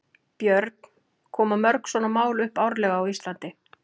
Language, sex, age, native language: Icelandic, female, 40-49, Icelandic